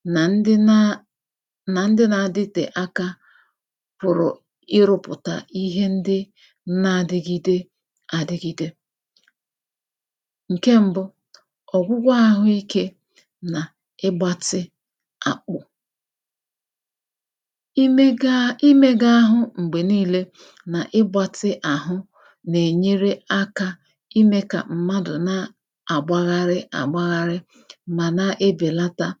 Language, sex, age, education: Igbo, female, 30-45, tertiary